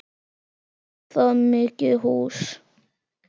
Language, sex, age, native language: Icelandic, male, 10, Icelandic